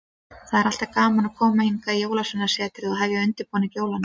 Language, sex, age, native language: Icelandic, female, 30-39, Icelandic